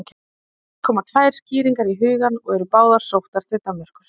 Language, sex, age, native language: Icelandic, female, 30-39, Icelandic